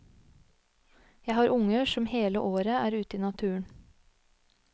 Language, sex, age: Norwegian, female, 25